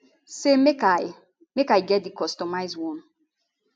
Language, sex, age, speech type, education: Nigerian Pidgin, female, 15-29, spontaneous, tertiary